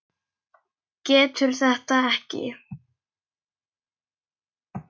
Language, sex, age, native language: Icelandic, male, 10, Icelandic